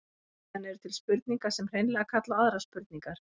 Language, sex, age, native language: Icelandic, female, 50-59, Icelandic